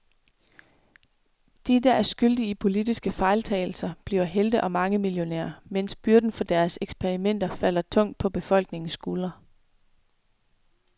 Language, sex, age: Danish, female, 24